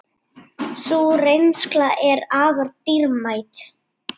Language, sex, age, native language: Icelandic, male, 8, Icelandic